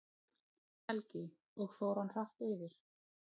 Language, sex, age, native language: Icelandic, female, 20-29, Icelandic